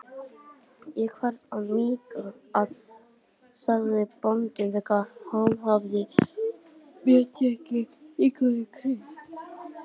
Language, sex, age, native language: Icelandic, male, 18-19, Icelandic